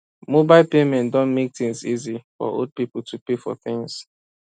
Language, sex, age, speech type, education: Nigerian Pidgin, male, 15-29, spontaneous, tertiary